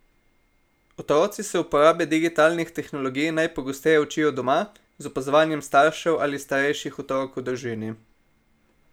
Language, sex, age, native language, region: Slovenian, male, 18-29, Slovenian, Primorsko-notranjska region